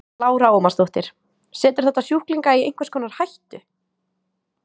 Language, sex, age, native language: Icelandic, female, 18-19, Icelandic